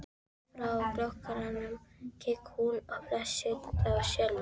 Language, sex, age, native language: Icelandic, female, 13, Filipino